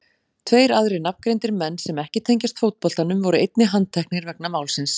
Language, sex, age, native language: Icelandic, female, 40-49, Icelandic